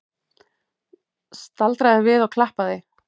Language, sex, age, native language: Icelandic, female, 18-19, Icelandic